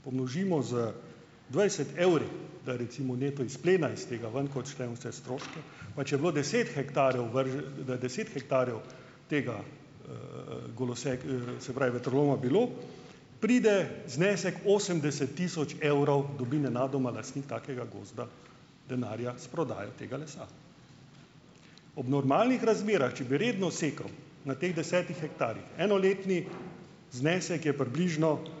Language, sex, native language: Slovenian, male, Slovenian